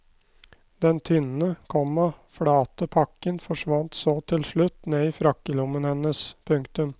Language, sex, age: Norwegian, male, 29